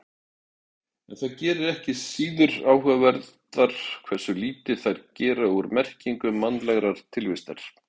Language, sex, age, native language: Icelandic, male, 60-69, Icelandic